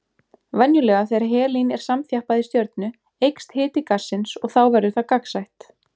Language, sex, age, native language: Icelandic, female, 20-29, Icelandic